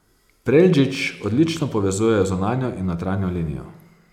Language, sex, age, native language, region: Slovenian, male, 30-49, Slovenian, Posavska region